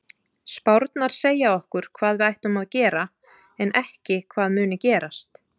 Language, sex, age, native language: Icelandic, female, 30-39, Icelandic